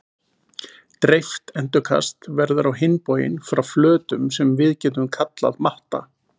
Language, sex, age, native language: Icelandic, male, 40-49, Icelandic